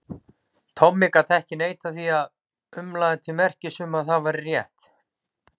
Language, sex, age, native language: Icelandic, male, 40-49, Icelandic